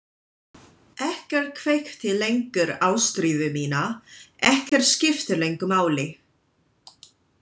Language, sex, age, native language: Icelandic, female, 20-29, English